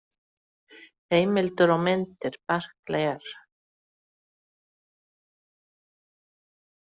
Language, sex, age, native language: Icelandic, female, 40-49, Icelandic